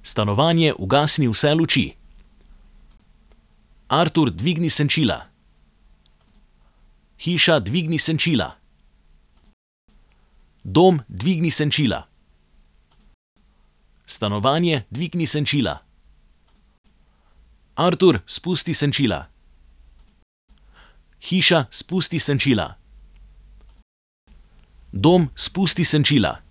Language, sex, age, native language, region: Slovenian, male, 30-49, Slovenian, Savinja region